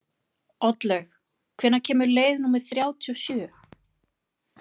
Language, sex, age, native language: Icelandic, female, 40-49, Icelandic